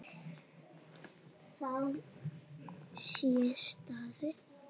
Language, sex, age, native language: Icelandic, female, 7, Icelandic